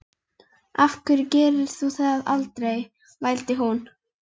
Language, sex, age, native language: Icelandic, female, 11, Icelandic